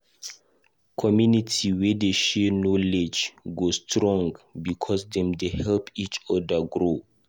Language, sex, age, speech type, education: Nigerian Pidgin, male, 15-29, read, tertiary